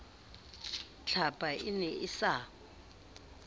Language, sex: Southern Sotho, female